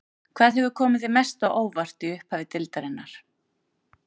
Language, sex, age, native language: Icelandic, female, 40-49, Icelandic